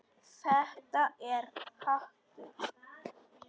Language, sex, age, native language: Icelandic, female, 10, Polish